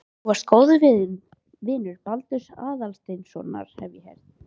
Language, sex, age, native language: Icelandic, female, 13, Icelandic